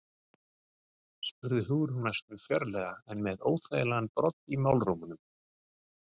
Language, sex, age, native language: Icelandic, male, 40-49, Icelandic